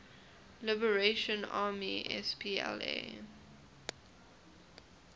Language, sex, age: English, female, 20